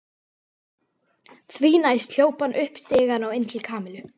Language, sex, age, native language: Icelandic, female, 12, Icelandic